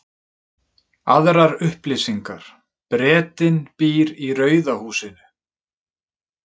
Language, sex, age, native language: Icelandic, male, 30-39, Icelandic